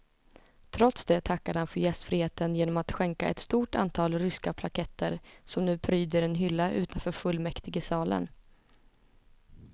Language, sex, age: Swedish, female, 20